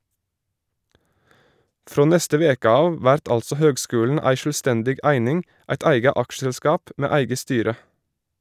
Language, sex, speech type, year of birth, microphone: Norwegian, male, read, 1987, Shure